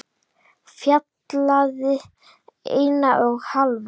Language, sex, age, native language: Icelandic, female, 9, Icelandic